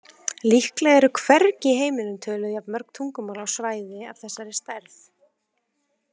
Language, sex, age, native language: Icelandic, female, 30-39, Icelandic